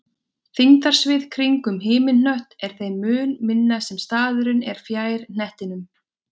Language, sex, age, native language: Icelandic, female, 20-29, Icelandic